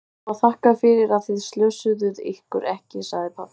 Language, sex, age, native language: Icelandic, female, 30-39, Icelandic